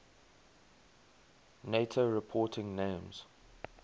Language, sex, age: English, male, 23